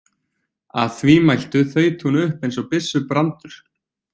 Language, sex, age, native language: Icelandic, male, 20-29, Icelandic